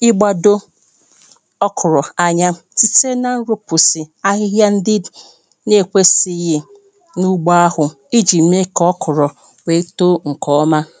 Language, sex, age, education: Igbo, female, 30-45, primary